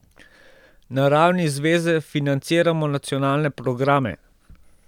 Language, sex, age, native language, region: Slovenian, male, 30-49, Slovenian, Central Slovenia